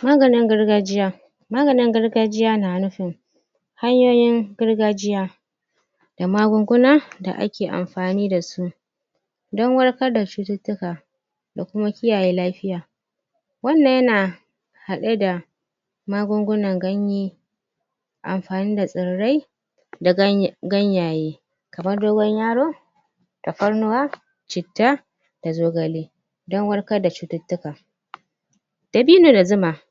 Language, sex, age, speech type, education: Hausa, female, 30-45, spontaneous, tertiary